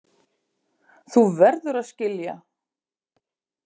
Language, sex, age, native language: Icelandic, female, 50-59, Icelandic